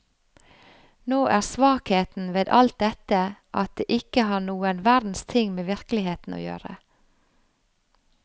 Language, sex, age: Norwegian, female, 45